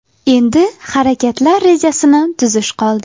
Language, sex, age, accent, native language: Uzbek, female, under 19, Jizzax, Uzbek